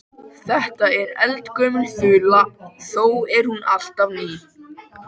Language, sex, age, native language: Icelandic, male, 13, Icelandic